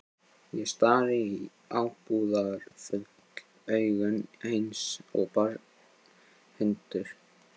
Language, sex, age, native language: Icelandic, male, 15, Icelandic